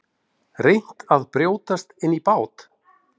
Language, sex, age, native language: Icelandic, male, 40-49, Icelandic